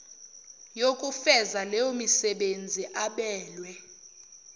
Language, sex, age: Zulu, female, 29